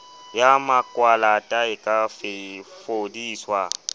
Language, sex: Southern Sotho, male